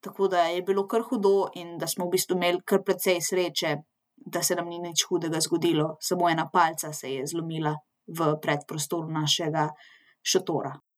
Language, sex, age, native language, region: Slovenian, female, 18-29, Slovenian, Zasavska region